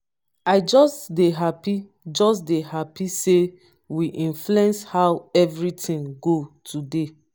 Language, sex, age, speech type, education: Nigerian Pidgin, female, 30-45, spontaneous, tertiary